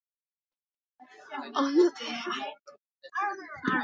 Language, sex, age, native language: Icelandic, female, 18-19, Icelandic